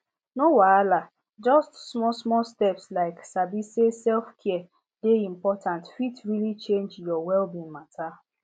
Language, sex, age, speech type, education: Nigerian Pidgin, female, 15-29, spontaneous, tertiary